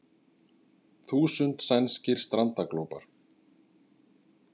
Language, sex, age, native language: Icelandic, male, 30-39, Icelandic